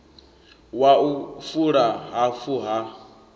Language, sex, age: Venda, male, 21